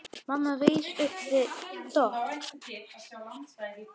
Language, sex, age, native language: Icelandic, male, 9, Icelandic